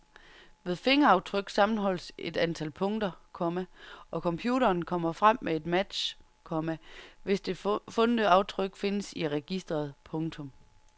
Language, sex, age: Danish, female, 30